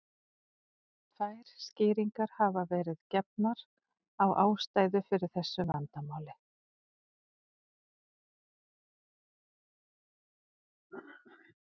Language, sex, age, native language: Icelandic, female, 40-49, Icelandic